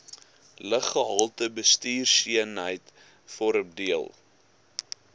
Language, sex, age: Afrikaans, male, 21